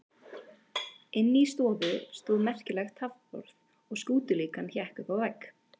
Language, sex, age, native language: Icelandic, female, 18-19, Icelandic